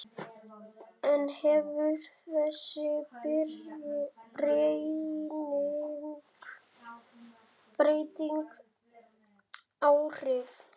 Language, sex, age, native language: Icelandic, male, 9, Icelandic